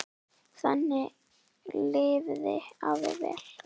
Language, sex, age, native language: Icelandic, female, 9, Icelandic